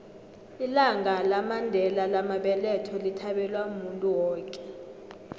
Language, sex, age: South Ndebele, female, 25